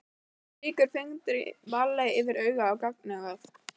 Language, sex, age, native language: Icelandic, female, 12, Icelandic